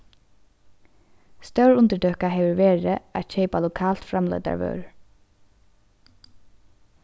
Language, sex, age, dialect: Faroese, female, 15-35, Norðurstreymoy/Eysturoy